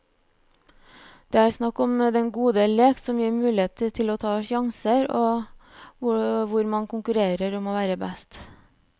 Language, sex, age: Norwegian, female, 29